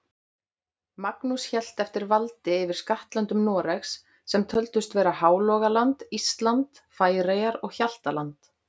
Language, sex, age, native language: Icelandic, female, 30-39, Icelandic